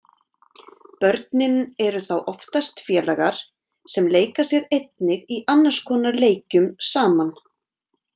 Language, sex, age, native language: Icelandic, female, 30-39, Icelandic